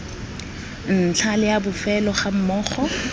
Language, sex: Tswana, female